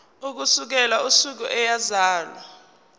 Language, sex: Zulu, female